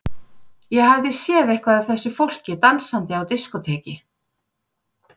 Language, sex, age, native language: Icelandic, female, 40-49, Icelandic